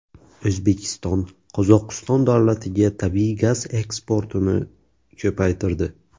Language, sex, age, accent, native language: Uzbek, male, 18-24, Buxoro, Uzbek